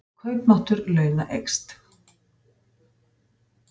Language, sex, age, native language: Icelandic, female, 50-59, Icelandic